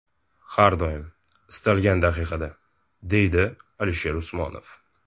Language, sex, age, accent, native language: Uzbek, male, 18-24, Toshkent shahri, Uzbek